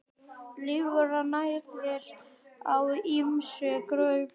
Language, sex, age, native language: Icelandic, male, 9, Icelandic